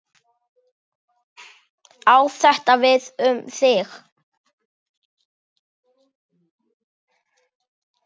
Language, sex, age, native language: Icelandic, male, 8, Icelandic